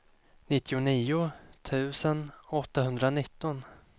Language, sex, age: Swedish, male, 25